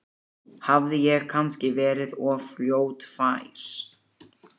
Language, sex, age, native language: Icelandic, female, 11, Icelandic